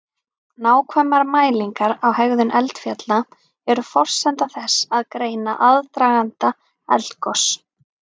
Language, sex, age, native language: Icelandic, female, 30-39, Icelandic